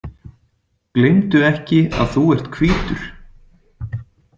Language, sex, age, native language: Icelandic, male, 30-39, Icelandic